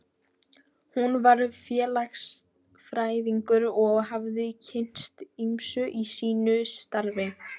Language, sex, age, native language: Icelandic, female, 12, Icelandic